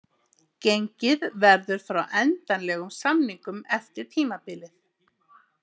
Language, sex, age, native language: Icelandic, female, 50-59, Icelandic